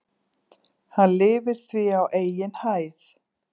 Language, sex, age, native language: Icelandic, female, 40-49, Icelandic